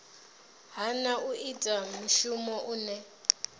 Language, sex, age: Venda, female, 20